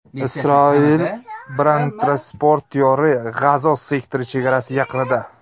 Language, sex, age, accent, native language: Uzbek, male, 25-34, Toshkent shahri, Uzbek